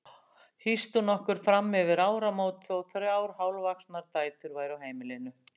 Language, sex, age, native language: Icelandic, female, 60-69, Icelandic